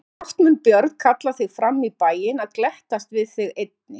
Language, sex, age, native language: Icelandic, female, 50-59, Icelandic